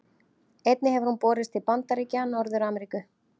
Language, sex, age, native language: Icelandic, female, 30-39, Icelandic